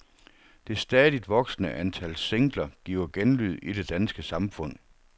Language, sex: Danish, male